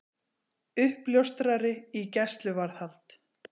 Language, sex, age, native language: Icelandic, female, 40-49, Icelandic